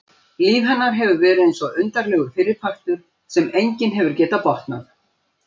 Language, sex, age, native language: Icelandic, female, 60-69, Icelandic